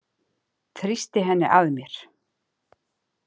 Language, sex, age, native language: Icelandic, female, 50-59, Icelandic